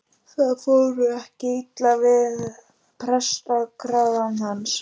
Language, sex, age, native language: Icelandic, male, 12, Icelandic